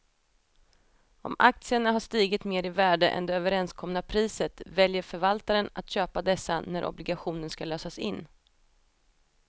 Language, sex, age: Swedish, female, 28